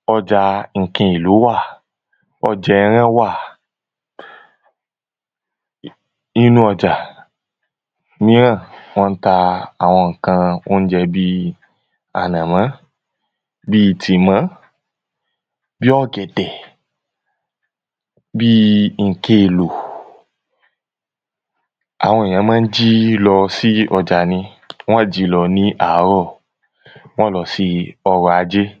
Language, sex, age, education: Yoruba, male, 15-29, tertiary